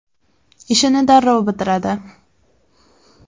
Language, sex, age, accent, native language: Uzbek, female, 18-24, Andijon, Uzbek